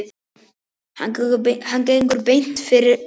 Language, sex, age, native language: Icelandic, male, 10, Polish